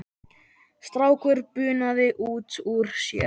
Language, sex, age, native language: Icelandic, male, 10, Icelandic